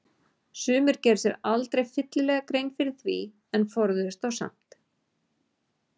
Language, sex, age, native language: Icelandic, female, 40-49, Icelandic